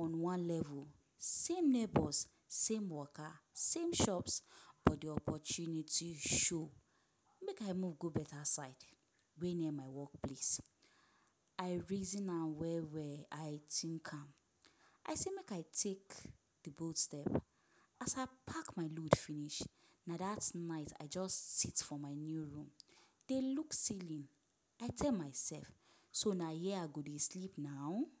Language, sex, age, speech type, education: Nigerian Pidgin, female, 15-29, spontaneous, tertiary